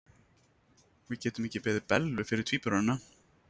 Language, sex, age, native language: Icelandic, male, 30-39, Icelandic